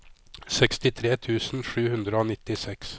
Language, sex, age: Norwegian, male, 53